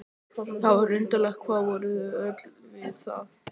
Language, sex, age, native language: Icelandic, male, 11, Icelandic